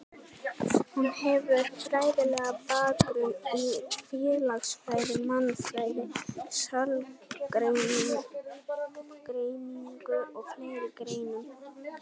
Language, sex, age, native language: Icelandic, female, 18-19, Icelandic